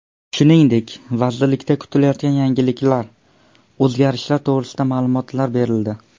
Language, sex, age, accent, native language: Uzbek, male, under 19, Surxondaryo, Uzbek